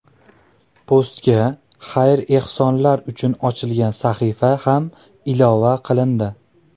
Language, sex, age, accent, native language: Uzbek, male, 19-29, Andijon, Uzbek